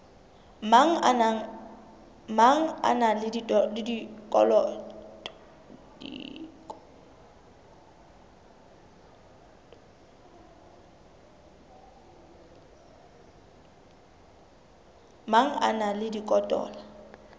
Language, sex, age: Southern Sotho, female, 22